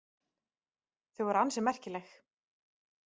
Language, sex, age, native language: Icelandic, female, 30-39, Icelandic